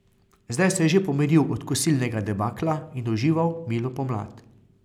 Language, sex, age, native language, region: Slovenian, male, 30-49, Slovenian, Carinthia region